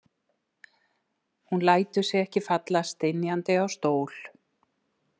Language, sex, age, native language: Icelandic, female, 60-69, Icelandic